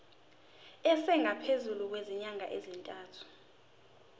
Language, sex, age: Zulu, female, 18